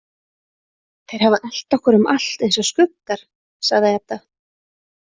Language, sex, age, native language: Icelandic, female, 30-39, Icelandic